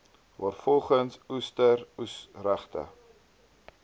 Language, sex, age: Afrikaans, male, 22